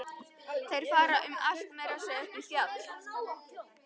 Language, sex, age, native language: Icelandic, female, 11, Icelandic